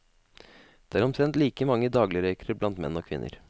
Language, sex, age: Norwegian, male, 32